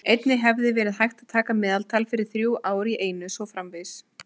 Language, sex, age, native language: Icelandic, female, 20-29, Icelandic